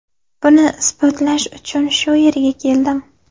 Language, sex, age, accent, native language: Uzbek, female, 18-24, Navoiy, Uzbek